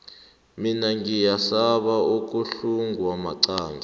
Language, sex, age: South Ndebele, male, 18